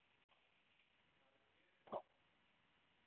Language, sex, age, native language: Icelandic, female, 8, Icelandic